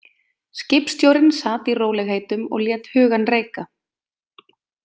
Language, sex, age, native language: Icelandic, female, 20-29, Icelandic